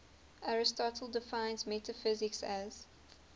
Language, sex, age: English, female, 19